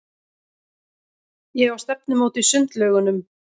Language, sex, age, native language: Icelandic, female, 30-39, Icelandic